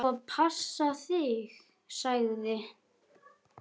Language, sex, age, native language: Icelandic, male, 11, Icelandic